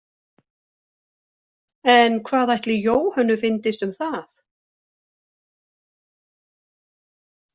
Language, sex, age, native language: Icelandic, female, 60-69, Icelandic